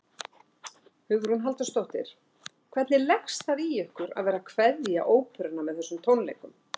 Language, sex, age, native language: Icelandic, female, 60-69, Icelandic